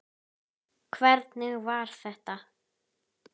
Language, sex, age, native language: Icelandic, female, 10, Icelandic